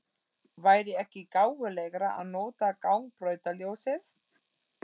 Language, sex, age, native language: Icelandic, female, 40-49, German